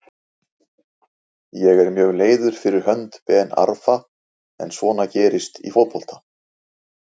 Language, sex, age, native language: Icelandic, male, 40-49, Icelandic